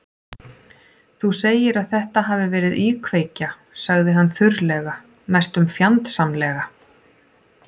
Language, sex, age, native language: Icelandic, female, 40-49, Icelandic